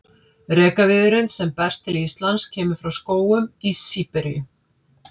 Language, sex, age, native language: Icelandic, female, 50-59, Icelandic